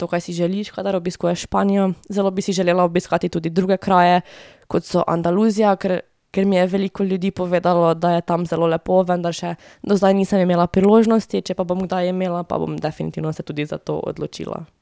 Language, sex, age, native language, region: Slovenian, female, 18-29, Slovenian, Drava region